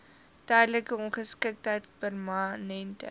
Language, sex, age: Afrikaans, female, 19